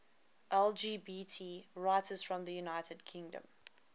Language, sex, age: English, female, 20